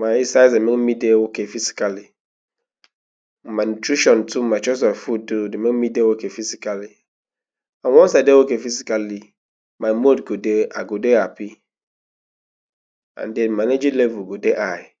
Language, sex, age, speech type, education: Nigerian Pidgin, male, 15-29, spontaneous, tertiary